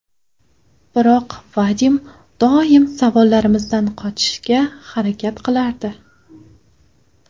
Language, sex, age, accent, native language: Uzbek, female, 18-24, Qoraqalpog'iston, Karakalpak